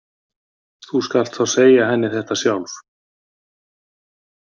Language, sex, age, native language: Icelandic, male, 50-59, Icelandic